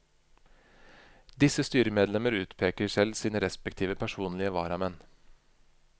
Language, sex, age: Norwegian, male, 25